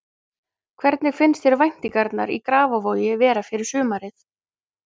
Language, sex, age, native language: Icelandic, female, 30-39, Icelandic